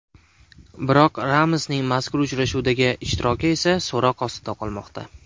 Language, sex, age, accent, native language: Uzbek, male, 19-29, Namangan, Uzbek